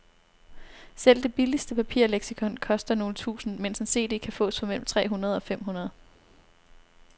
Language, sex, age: Danish, female, 26